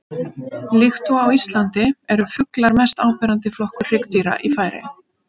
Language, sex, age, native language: Icelandic, female, 50-59, Icelandic